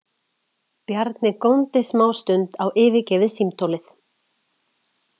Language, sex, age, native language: Icelandic, female, 40-49, Icelandic